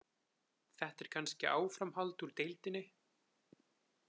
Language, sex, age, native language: Icelandic, male, 20-29, Icelandic